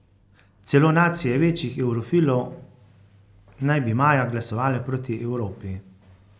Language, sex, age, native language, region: Slovenian, male, 50-59, Slovenian, Carinthia region